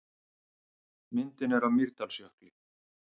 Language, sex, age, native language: Icelandic, male, 30-39, Icelandic